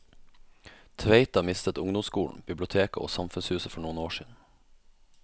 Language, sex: Norwegian, male